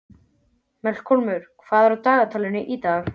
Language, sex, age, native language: Icelandic, male, 12, Icelandic